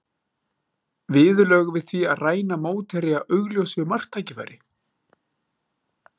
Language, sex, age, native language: Icelandic, male, 30-39, Icelandic